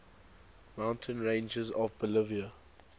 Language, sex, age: English, male, 19